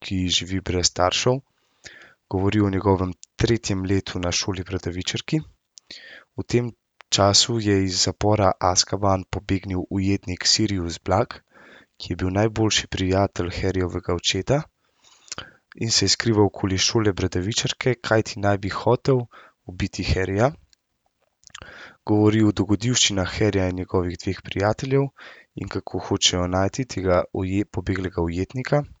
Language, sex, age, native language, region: Slovenian, male, 18-29, Slovenian, Central Slovenia